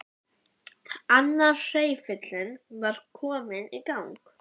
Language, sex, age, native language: Icelandic, female, 11, Icelandic